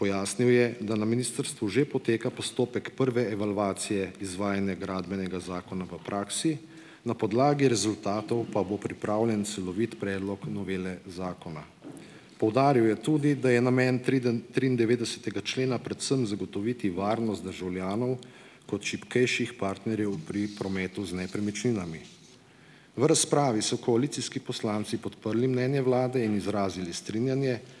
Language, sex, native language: Slovenian, male, Slovenian